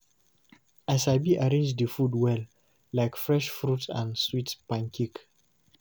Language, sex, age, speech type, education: Nigerian Pidgin, male, 15-29, read, tertiary